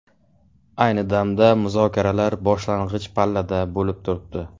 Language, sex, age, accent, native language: Uzbek, male, 25-34, Navoiy, Uzbek